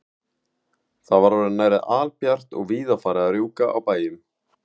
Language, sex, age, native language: Icelandic, male, 18-19, Icelandic